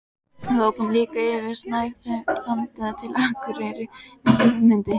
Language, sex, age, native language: Icelandic, female, 12, Icelandic